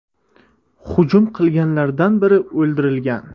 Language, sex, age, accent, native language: Uzbek, male, 18-24, Surxondaryo, Uzbek